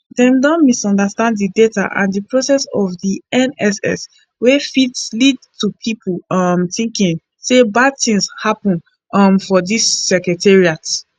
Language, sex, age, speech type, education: Nigerian Pidgin, female, 15-29, spontaneous, tertiary